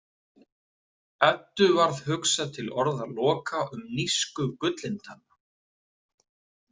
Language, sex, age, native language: Icelandic, male, 30-39, Icelandic